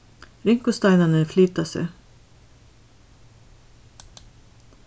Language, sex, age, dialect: Faroese, female, 61+, Suðurstreymoy